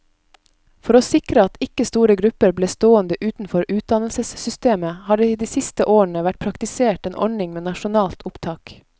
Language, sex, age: Norwegian, female, 22